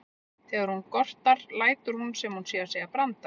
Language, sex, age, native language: Icelandic, female, 30-39, Icelandic